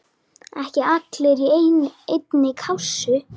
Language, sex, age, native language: Icelandic, female, 9, Icelandic